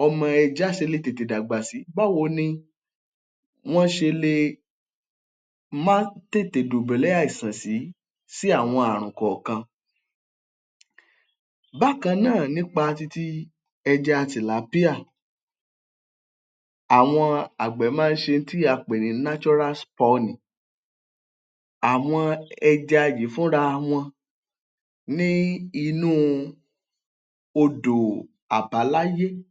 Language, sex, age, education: Yoruba, male, 30-45, tertiary